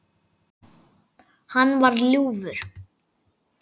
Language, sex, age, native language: Icelandic, male, 9, Icelandic